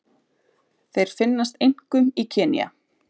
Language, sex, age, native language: Icelandic, male, 9, Icelandic